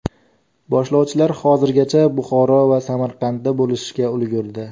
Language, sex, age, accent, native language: Uzbek, male, 18-24, Farg'ona, Uzbek